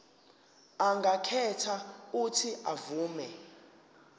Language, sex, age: Zulu, male, 29